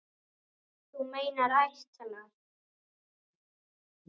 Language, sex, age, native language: Icelandic, female, 9, Icelandic